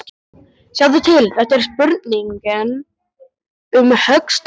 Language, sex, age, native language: Icelandic, male, 12, Icelandic